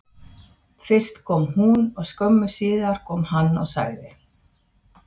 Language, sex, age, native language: Icelandic, female, 60-69, Swedish